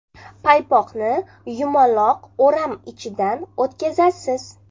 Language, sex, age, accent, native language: Uzbek, female, 19-29, Jizzax, Uzbek